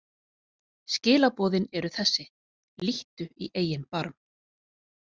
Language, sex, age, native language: Icelandic, female, 40-49, Icelandic